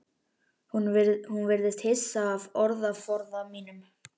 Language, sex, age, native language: Icelandic, male, 11, Icelandic